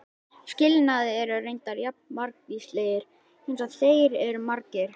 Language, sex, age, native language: Icelandic, male, 11, Icelandic